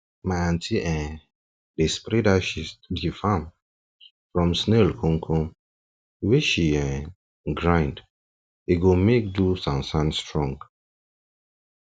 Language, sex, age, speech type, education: Nigerian Pidgin, male, 15-29, spontaneous, tertiary